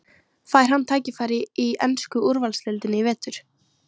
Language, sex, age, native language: Icelandic, female, 13, Icelandic